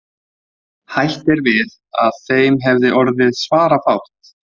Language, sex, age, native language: Icelandic, male, 20-29, Icelandic